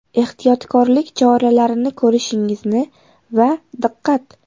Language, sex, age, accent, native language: Uzbek, female, 18-24, Namangan, Uzbek